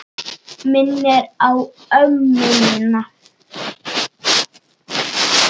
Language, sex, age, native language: Icelandic, male, 9, Icelandic